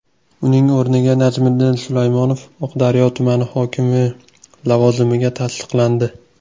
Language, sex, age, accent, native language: Uzbek, male, 19-29, Toshkent shahri, Uzbek